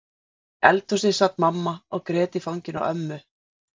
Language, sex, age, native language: Icelandic, female, 40-49, Icelandic